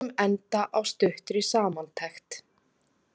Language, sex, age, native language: Icelandic, female, 30-39, Icelandic